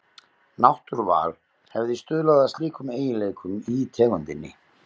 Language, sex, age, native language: Icelandic, male, 50-59, Icelandic